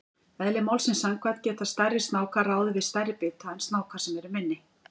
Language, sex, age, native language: Icelandic, female, 40-49, Icelandic